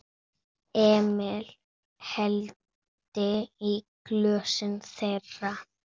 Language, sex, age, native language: Icelandic, female, 8, Icelandic